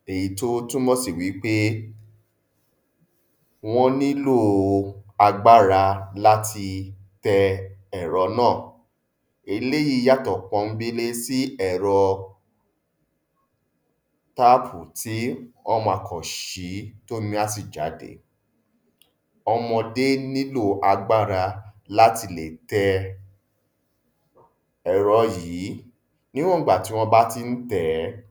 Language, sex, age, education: Yoruba, male, 30-45, tertiary